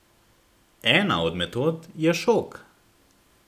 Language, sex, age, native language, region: Slovenian, male, 18-29, Slovenian, Gorenjska region